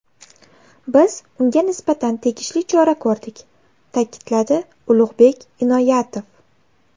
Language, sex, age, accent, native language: Uzbek, female, 18-24, Navoiy, Uzbek